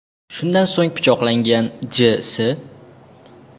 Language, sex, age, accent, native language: Uzbek, male, 12-17, Jizzax, Uzbek